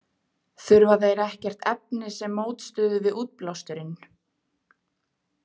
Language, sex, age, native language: Icelandic, female, 20-29, Icelandic